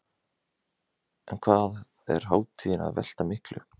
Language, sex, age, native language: Icelandic, male, 20-29, Icelandic